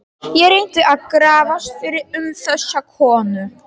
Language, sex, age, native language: Icelandic, male, 40-49, Polish